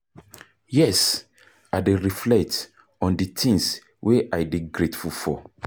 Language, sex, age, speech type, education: Nigerian Pidgin, male, 30-45, spontaneous, tertiary